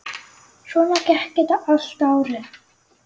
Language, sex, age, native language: Icelandic, female, 9, Icelandic